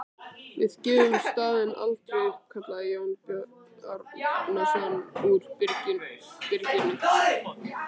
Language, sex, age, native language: Icelandic, male, 13, Icelandic